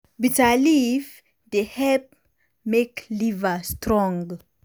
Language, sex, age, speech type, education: Nigerian Pidgin, female, 15-29, spontaneous, tertiary